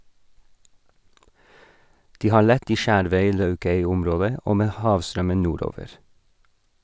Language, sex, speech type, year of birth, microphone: Norwegian, male, read, 1981, Sennheiser